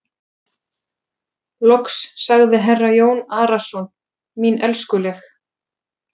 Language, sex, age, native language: Icelandic, female, 40-49, Icelandic